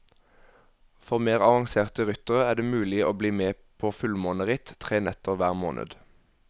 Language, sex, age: Norwegian, male, 21